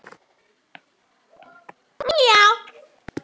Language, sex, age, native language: Icelandic, female, 18-19, Icelandic